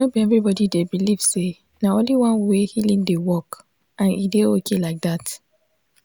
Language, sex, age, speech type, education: Nigerian Pidgin, female, 15-29, spontaneous, tertiary